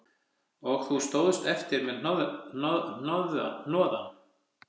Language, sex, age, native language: Icelandic, male, 50-59, Icelandic